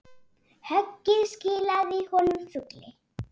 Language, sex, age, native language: Icelandic, female, 7, Icelandic